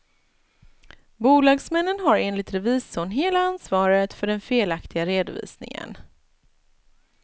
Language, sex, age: Swedish, female, 36